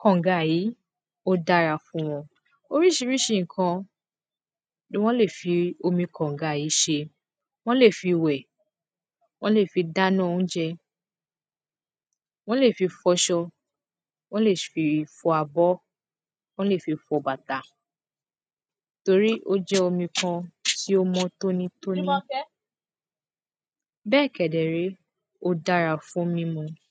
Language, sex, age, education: Yoruba, female, 15-29, secondary